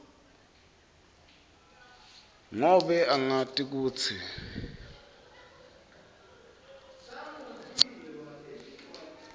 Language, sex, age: Swati, male, 23